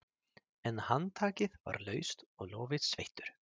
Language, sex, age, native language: Icelandic, male, 30-39, Swedish